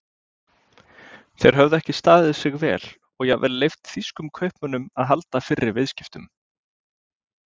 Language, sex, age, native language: Icelandic, male, 20-29, Icelandic